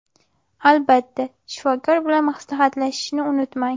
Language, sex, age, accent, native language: Uzbek, female, 12-17, Andijon, Uzbek